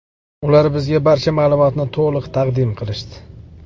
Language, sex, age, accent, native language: Uzbek, male, 25-34, Jizzax, Uzbek